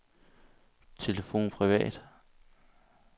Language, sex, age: Danish, male, 22